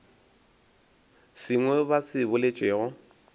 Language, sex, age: Northern Sotho, male, 22